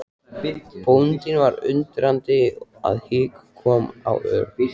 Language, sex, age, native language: Icelandic, male, 14, Icelandic